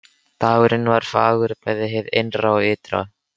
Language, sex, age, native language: Icelandic, male, 13, Icelandic